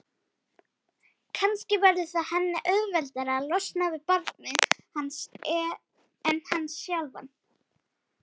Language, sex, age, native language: Icelandic, female, 50-59, Icelandic